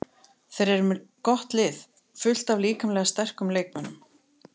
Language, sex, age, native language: Icelandic, female, 30-39, Icelandic